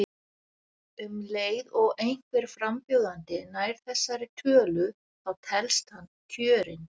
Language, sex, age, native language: Icelandic, female, 60-69, Icelandic